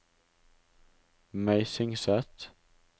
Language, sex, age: Norwegian, male, 19